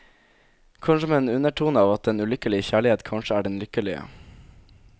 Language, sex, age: Norwegian, male, 17